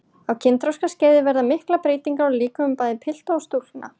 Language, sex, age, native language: Icelandic, male, 40-49, Icelandic